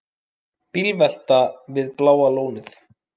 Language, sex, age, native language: Icelandic, male, 30-39, Icelandic